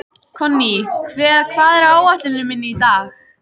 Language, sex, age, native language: Icelandic, female, 14, Icelandic